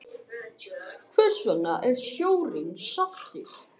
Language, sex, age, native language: Icelandic, male, 18-19, Icelandic